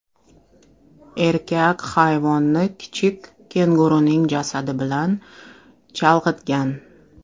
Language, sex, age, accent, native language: Uzbek, female, 35+, Toshkent shahri, Russian